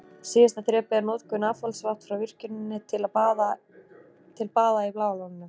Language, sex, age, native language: Icelandic, female, 30-39, Icelandic